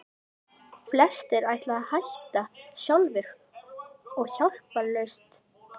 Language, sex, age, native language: Icelandic, female, 11, Icelandic